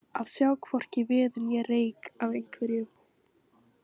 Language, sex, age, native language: Icelandic, female, 18-19, Icelandic